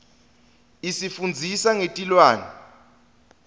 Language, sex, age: Swati, male, 20